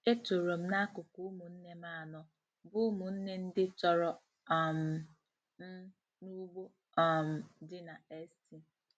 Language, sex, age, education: Igbo, female, 15-29, tertiary